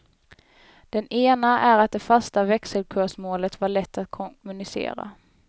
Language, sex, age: Swedish, female, 19